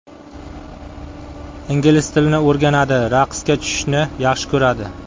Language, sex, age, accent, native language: Uzbek, male, 25-34, Qashqadaryo, Uzbek